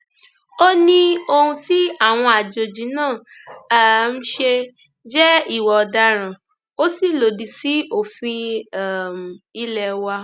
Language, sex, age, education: Yoruba, female, 15-29, tertiary